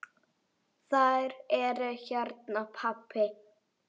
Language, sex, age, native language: Icelandic, male, 8, Icelandic